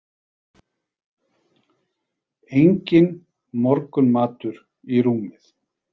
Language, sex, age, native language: Icelandic, male, 40-49, Icelandic